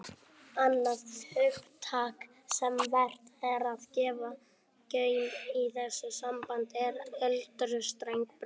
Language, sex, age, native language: Icelandic, male, 18-19, Icelandic